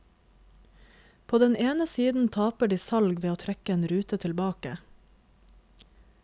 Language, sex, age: Norwegian, female, 26